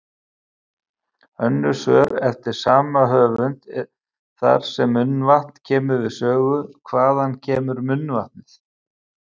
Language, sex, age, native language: Icelandic, male, 50-59, Icelandic